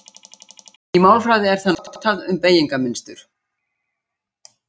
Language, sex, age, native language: Icelandic, female, 60-69, Icelandic